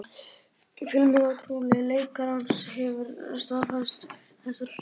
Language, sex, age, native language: Icelandic, female, 50-59, Icelandic